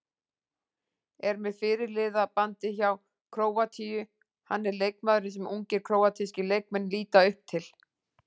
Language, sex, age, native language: Icelandic, female, 40-49, Icelandic